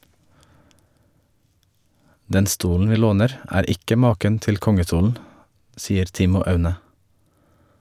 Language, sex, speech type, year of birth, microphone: Norwegian, male, read, 1979, Shure